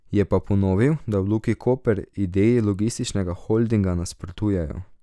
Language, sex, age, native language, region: Slovenian, male, 18-29, Slovenian, Drava region